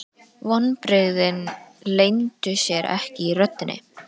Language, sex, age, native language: Icelandic, female, 13, Icelandic